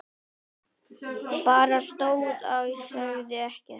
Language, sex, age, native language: Icelandic, male, 9, Icelandic